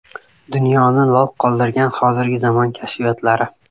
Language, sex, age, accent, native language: Uzbek, male, 18-24, Samarqand, Uzbek